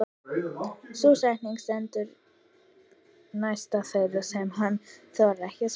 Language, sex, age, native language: Icelandic, female, 40-49, Icelandic